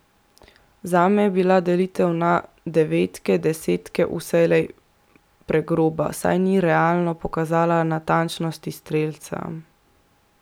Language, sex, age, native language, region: Slovenian, female, 18-29, Slovenian, Central Slovenia